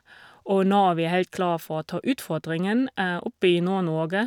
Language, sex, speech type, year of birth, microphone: Norwegian, female, spontaneous, 1979, Shure